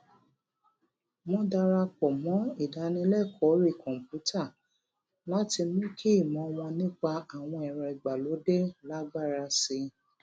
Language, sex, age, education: Yoruba, female, 46-60, tertiary